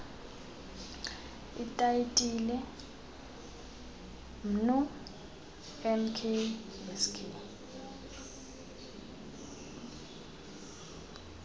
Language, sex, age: Xhosa, female, 22